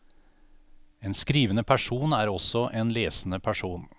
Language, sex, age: Norwegian, male, 49